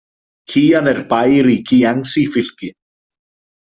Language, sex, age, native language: Icelandic, male, 20-29, Icelandic